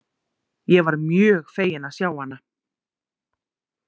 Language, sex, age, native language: Icelandic, female, 40-49, Icelandic